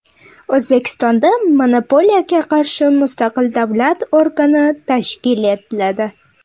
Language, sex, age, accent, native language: Uzbek, female, 19-29, Toshkent shahri, Uzbek